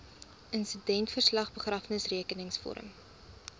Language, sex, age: Afrikaans, female, 20